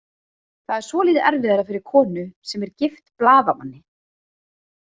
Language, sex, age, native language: Icelandic, female, 30-39, Icelandic